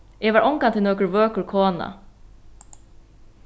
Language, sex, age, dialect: Faroese, female, 36-60, Norðuroyggjar